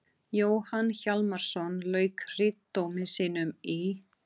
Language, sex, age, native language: Icelandic, female, 30-39, Portuguese